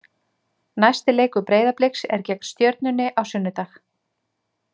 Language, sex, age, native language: Icelandic, female, 30-39, Icelandic